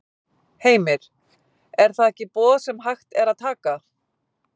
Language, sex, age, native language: Icelandic, female, 50-59, Icelandic